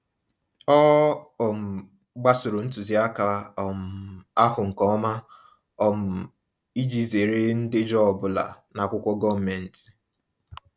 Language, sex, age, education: Igbo, male, 15-29, tertiary